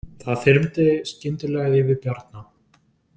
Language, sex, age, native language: Icelandic, male, 20-29, Icelandic